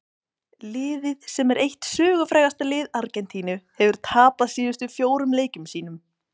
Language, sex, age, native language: Icelandic, female, 20-29, Icelandic